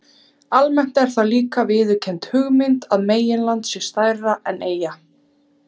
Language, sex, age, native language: Icelandic, female, 30-39, Icelandic